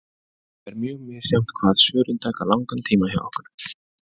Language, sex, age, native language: Icelandic, male, 20-29, Icelandic